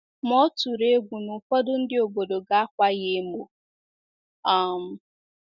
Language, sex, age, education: Igbo, female, 15-29, secondary